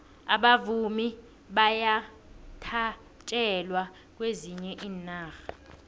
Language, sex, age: South Ndebele, female, 20